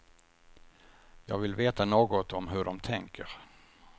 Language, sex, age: Swedish, male, 50